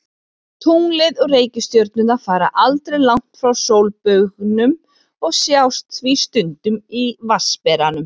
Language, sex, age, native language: Icelandic, female, 40-49, Icelandic